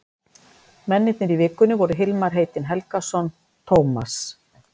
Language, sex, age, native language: Icelandic, female, 50-59, Icelandic